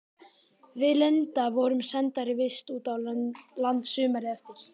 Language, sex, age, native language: Icelandic, male, 18-19, Icelandic